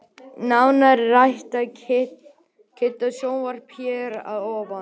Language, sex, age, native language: Icelandic, male, 18-19, Icelandic